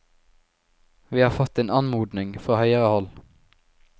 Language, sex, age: Norwegian, male, 19